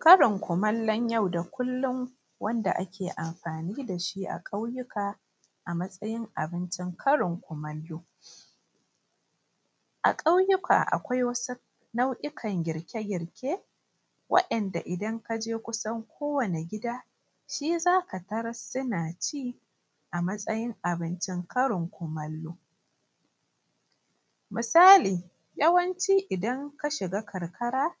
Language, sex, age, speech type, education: Hausa, female, 15-29, spontaneous, primary